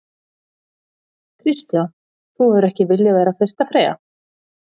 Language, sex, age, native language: Icelandic, female, 40-49, Icelandic